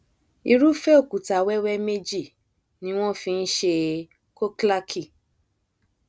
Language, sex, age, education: Yoruba, female, 30-45, tertiary